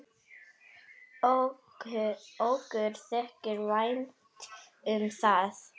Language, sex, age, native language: Icelandic, female, 10, Icelandic